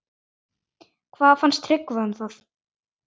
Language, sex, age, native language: Icelandic, male, 9, Icelandic